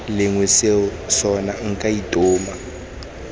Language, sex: Tswana, male